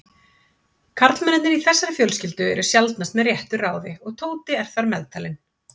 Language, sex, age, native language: Icelandic, female, 30-39, Icelandic